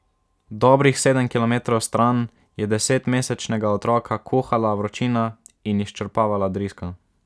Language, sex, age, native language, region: Slovenian, male, 12-17, Slovenian, Savinja region